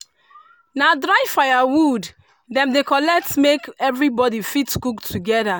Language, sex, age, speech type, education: Nigerian Pidgin, female, 30-45, spontaneous, tertiary